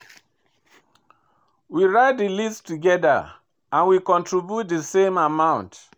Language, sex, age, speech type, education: Nigerian Pidgin, male, 46-60, read, tertiary